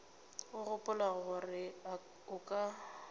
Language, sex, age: Northern Sotho, female, 27